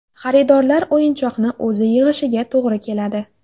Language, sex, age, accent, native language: Uzbek, female, 19-29, Jizzax, Uzbek